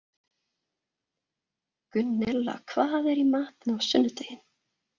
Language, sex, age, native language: Icelandic, female, 30-39, Danish